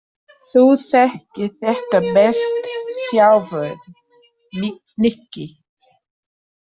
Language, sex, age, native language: Icelandic, female, 30-39, Portuguese